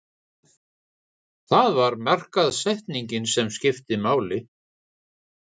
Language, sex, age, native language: Icelandic, male, 60-69, Icelandic